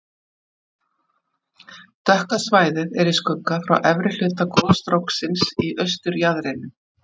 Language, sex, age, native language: Icelandic, female, 40-49, Icelandic